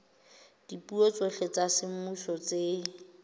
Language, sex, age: Southern Sotho, female, 29